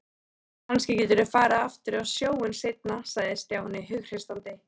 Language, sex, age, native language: Icelandic, female, 13, Icelandic